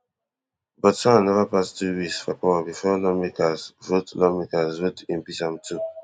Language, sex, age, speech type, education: Nigerian Pidgin, male, 15-29, spontaneous, tertiary